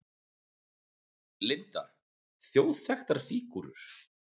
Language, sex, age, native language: Icelandic, male, 40-49, Icelandic